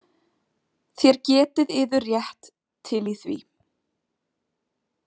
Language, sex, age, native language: Icelandic, female, 20-29, Icelandic